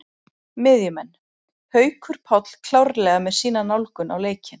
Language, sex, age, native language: Icelandic, female, 40-49, Icelandic